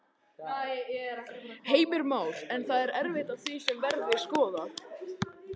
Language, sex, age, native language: Icelandic, male, 18-19, Icelandic